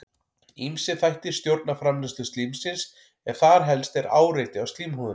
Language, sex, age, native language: Icelandic, male, 40-49, Icelandic